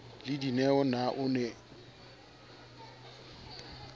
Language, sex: Southern Sotho, male